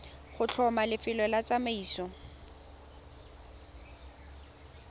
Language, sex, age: Tswana, female, 21